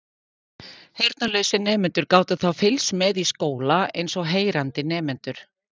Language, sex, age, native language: Icelandic, female, 50-59, Icelandic